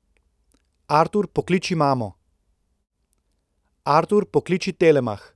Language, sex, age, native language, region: Slovenian, male, 30-49, Slovenian, Central Slovenia